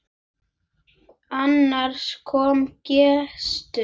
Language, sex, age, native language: Icelandic, male, 9, Icelandic